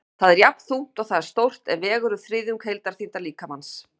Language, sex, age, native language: Icelandic, female, 50-59, Icelandic